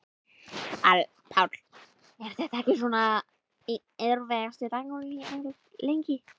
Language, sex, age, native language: Icelandic, female, 11, Icelandic